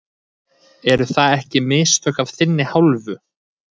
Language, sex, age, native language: Icelandic, male, 20-29, Icelandic